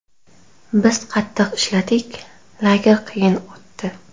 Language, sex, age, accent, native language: Uzbek, female, 18-24, Farg'ona, Uzbek